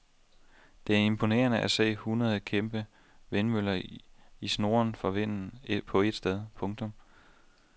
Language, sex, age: Danish, male, 27